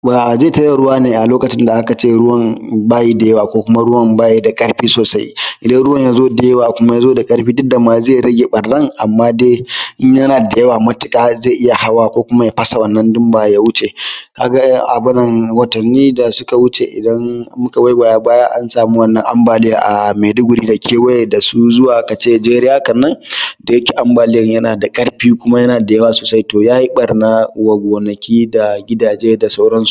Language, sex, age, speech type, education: Hausa, male, 15-29, spontaneous, tertiary